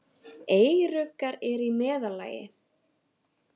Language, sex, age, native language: Icelandic, female, 30-39, Icelandic